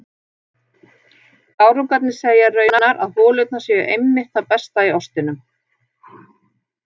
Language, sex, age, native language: Icelandic, female, 50-59, Icelandic